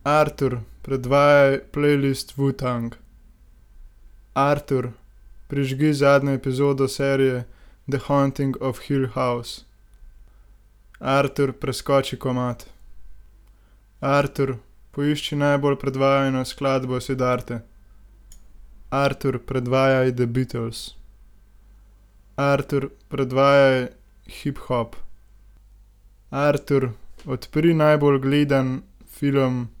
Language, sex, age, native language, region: Slovenian, male, 18-29, Slovenian, Gorenjska region